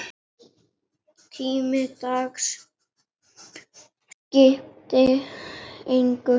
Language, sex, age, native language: Icelandic, male, 8, Icelandic